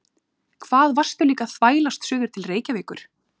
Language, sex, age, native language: Icelandic, female, 30-39, Icelandic